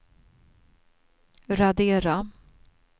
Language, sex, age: Swedish, female, 42